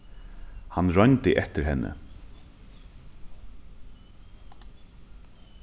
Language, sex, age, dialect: Faroese, male, 15-35, Norðuroyggjar